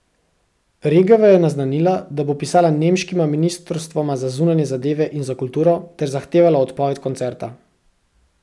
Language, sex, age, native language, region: Slovenian, male, 18-29, Slovenian, Central Slovenia